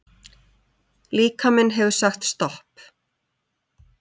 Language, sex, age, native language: Icelandic, female, 30-39, Icelandic